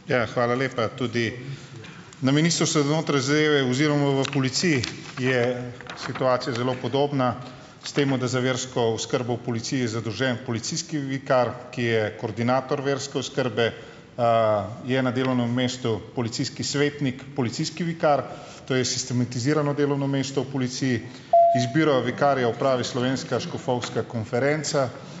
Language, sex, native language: Slovenian, male, Slovenian